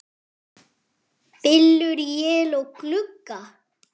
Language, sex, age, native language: Icelandic, male, 8, French